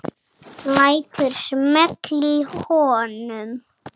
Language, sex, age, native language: Icelandic, female, 7, Icelandic